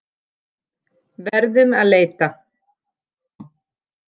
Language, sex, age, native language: Icelandic, male, 80-89, Icelandic